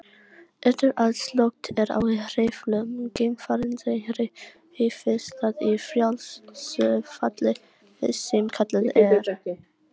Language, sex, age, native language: Icelandic, other, 18-19, Icelandic